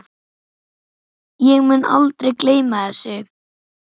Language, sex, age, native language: Icelandic, male, 9, Icelandic